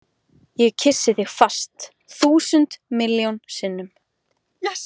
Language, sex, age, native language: Icelandic, female, 20-29, Icelandic